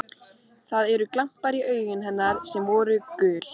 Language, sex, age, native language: Icelandic, female, 13, Icelandic